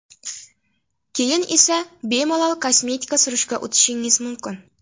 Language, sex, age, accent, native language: Uzbek, female, 18-24, Farg'ona, Uzbek